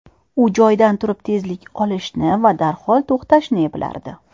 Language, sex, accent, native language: Uzbek, female, Toshkent shahri, Uzbek